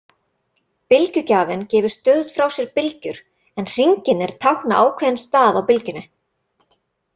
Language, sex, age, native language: Icelandic, female, 30-39, Icelandic